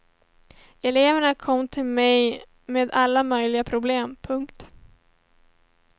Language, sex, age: Swedish, female, 17